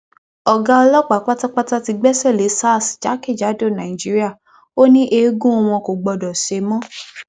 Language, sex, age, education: Yoruba, female, 15-29, tertiary